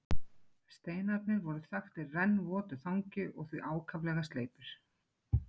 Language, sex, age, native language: Icelandic, female, 40-49, Icelandic